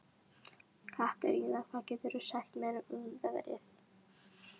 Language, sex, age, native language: Icelandic, female, 11, Icelandic